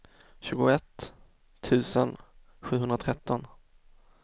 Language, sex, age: Swedish, male, 24